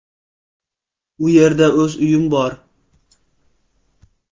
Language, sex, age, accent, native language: Uzbek, male, 18-24, Samarqand, Uzbek